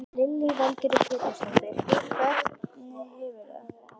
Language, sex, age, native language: Icelandic, female, 11, Icelandic